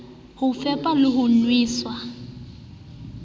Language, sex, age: Southern Sotho, female, 18